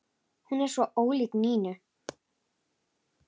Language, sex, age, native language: Icelandic, female, 10, Icelandic